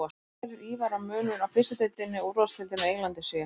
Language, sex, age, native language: Icelandic, female, 30-39, Icelandic